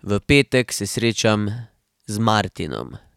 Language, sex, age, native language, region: Slovenian, male, 18-29, Slovenian, Drava region